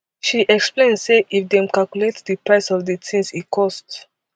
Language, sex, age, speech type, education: Nigerian Pidgin, female, 15-29, spontaneous, tertiary